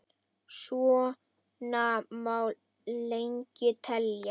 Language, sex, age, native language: Icelandic, female, 10, Icelandic